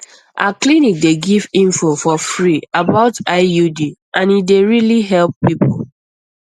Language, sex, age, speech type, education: Nigerian Pidgin, female, 15-29, spontaneous, secondary